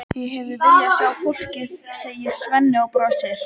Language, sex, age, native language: Icelandic, female, 12, Icelandic